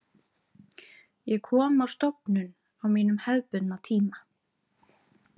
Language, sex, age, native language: Icelandic, female, 30-39, Icelandic